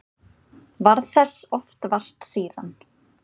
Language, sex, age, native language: Icelandic, female, 9, Icelandic